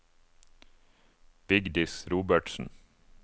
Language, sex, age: Norwegian, male, 28